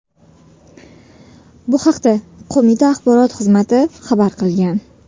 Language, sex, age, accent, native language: Uzbek, female, 18-24, Sirdaryo, Uzbek